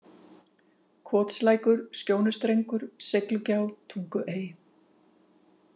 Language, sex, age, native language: Icelandic, female, 50-59, Icelandic